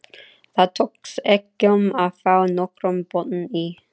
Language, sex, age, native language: Icelandic, female, 30-39, Icelandic